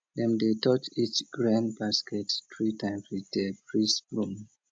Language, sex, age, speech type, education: Nigerian Pidgin, male, 30-45, spontaneous, tertiary